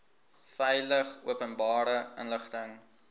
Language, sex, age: Afrikaans, male, 19